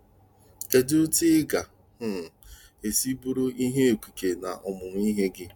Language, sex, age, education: Igbo, male, 30-45, tertiary